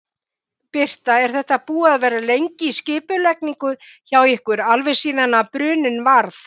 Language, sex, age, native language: Icelandic, female, 50-59, Icelandic